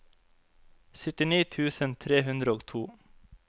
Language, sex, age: Norwegian, male, 25